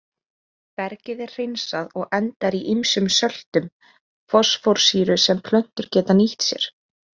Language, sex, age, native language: Icelandic, female, 20-29, Icelandic